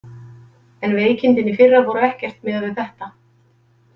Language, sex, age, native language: Icelandic, female, 50-59, Icelandic